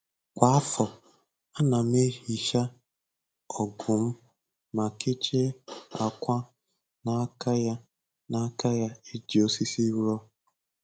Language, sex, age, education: Igbo, male, 15-29, tertiary